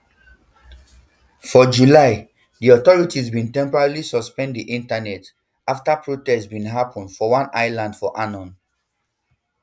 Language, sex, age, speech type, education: Nigerian Pidgin, male, 15-29, spontaneous, tertiary